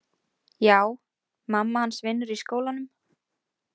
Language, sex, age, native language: Icelandic, female, 18-19, Icelandic